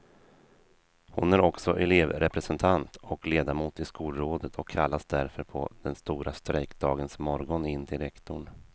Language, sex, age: Swedish, male, 32